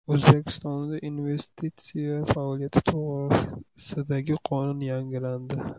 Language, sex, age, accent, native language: Uzbek, male, 18-24, Namangan, Uzbek